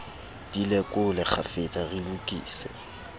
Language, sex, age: Southern Sotho, male, 20